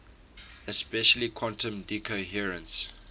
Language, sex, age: English, male, 18